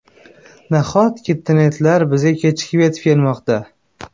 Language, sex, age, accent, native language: Uzbek, male, 18-24, Farg'ona, Uzbek